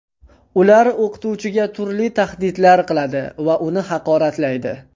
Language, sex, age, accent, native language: Uzbek, male, under 19, Andijon, Uzbek